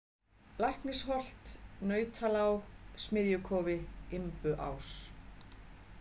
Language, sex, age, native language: Icelandic, female, 50-59, Icelandic